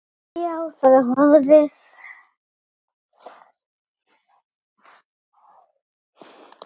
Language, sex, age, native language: Icelandic, female, 9, Icelandic